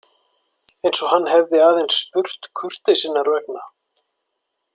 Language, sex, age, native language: Icelandic, male, 40-49, Icelandic